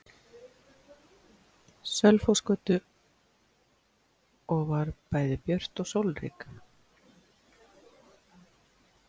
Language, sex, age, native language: Icelandic, female, 60-69, Icelandic